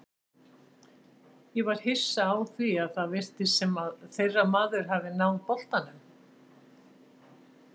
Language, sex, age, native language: Icelandic, female, 60-69, Icelandic